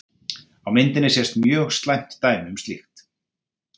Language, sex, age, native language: Icelandic, male, 30-39, Icelandic